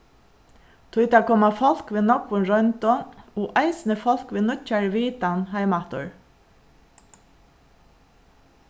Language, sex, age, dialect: Faroese, female, 36-60, Suðuroy